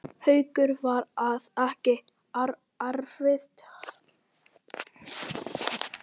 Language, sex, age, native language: Icelandic, male, 10, Icelandic